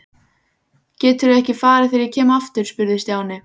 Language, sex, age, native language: Icelandic, female, 14, Icelandic